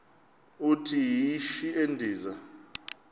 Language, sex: Xhosa, male